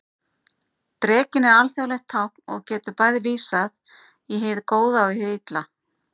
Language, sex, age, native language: Icelandic, female, 50-59, Icelandic